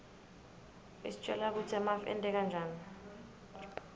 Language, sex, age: Swati, female, 23